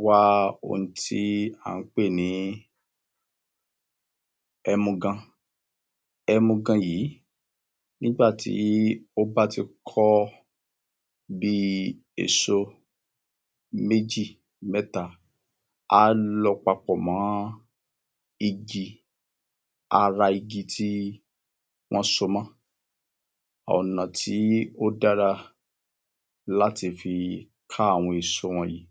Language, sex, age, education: Yoruba, male, 60+, tertiary